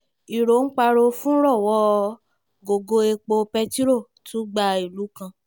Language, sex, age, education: Yoruba, female, 15-29, tertiary